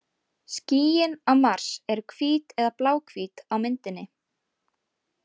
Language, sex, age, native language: Icelandic, female, 18-19, Icelandic